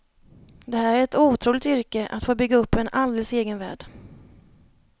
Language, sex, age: Swedish, female, 30